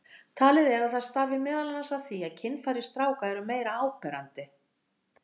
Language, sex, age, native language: Icelandic, female, 60-69, Icelandic